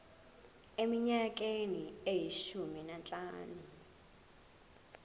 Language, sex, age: Zulu, female, 18